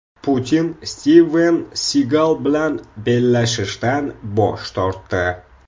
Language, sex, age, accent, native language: Uzbek, male, 18-24, Samarqand, Uzbek